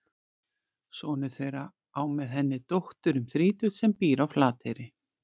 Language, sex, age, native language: Icelandic, female, 40-49, Icelandic